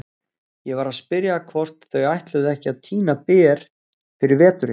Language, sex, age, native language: Icelandic, male, 40-49, Icelandic